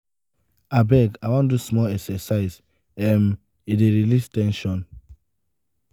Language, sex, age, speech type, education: Nigerian Pidgin, male, 15-29, spontaneous, tertiary